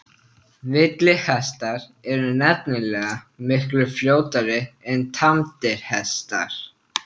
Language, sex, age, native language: Icelandic, male, 13, Icelandic